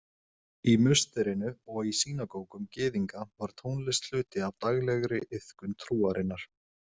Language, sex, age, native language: Icelandic, male, 20-29, Icelandic